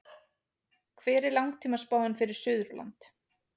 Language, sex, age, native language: Icelandic, female, 20-29, Icelandic